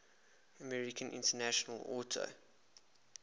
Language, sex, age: English, male, 24